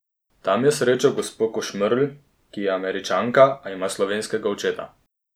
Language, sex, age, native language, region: Slovenian, male, 30-49, Slovenian, Posavska region